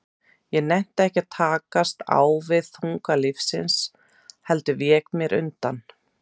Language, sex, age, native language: Icelandic, female, 30-39, Icelandic